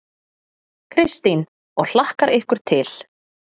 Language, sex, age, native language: Icelandic, female, 30-39, Icelandic